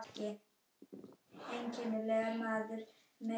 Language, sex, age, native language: Icelandic, female, 18-19, Icelandic